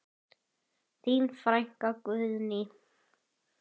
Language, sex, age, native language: Icelandic, female, 10, Icelandic